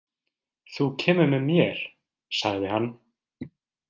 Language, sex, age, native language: Icelandic, male, 20-29, Icelandic